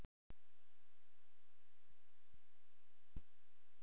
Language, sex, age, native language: Icelandic, male, 13, Icelandic